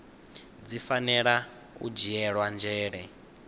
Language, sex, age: Venda, male, 19